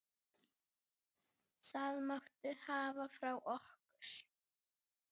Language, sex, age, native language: Icelandic, male, 9, Icelandic